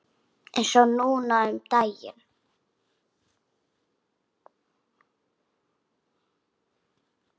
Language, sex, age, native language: Icelandic, female, 6, Icelandic